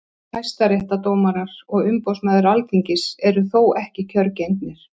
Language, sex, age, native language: Icelandic, female, 60-69, Icelandic